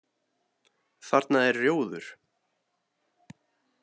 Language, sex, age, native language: Icelandic, male, 30-39, Icelandic